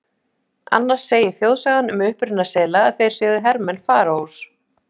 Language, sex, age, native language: Icelandic, female, 50-59, Icelandic